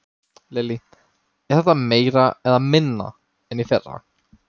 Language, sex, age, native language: Icelandic, male, 18-19, Icelandic